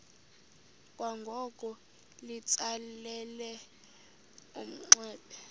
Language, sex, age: Xhosa, female, 26